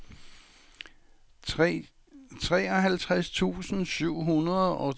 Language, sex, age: Danish, male, 64